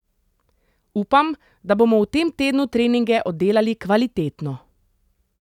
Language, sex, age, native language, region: Slovenian, female, 30-49, Slovenian, Central Slovenia